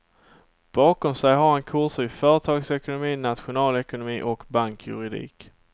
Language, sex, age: Swedish, male, 27